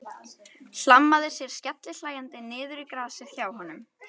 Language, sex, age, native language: Icelandic, female, 12, Icelandic